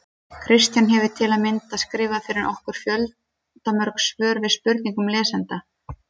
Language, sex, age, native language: Icelandic, female, 30-39, Icelandic